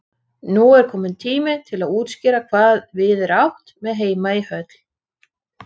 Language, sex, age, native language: Icelandic, female, 30-39, Icelandic